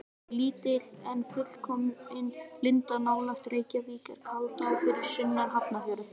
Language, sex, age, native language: Icelandic, male, 18-19, Icelandic